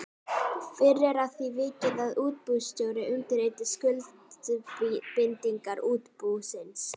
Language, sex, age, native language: Icelandic, female, 12, Icelandic